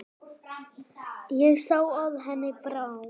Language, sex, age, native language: Icelandic, male, 9, Icelandic